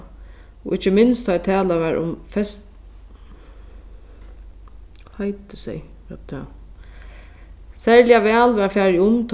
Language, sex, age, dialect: Faroese, female, 15-35, Sandoy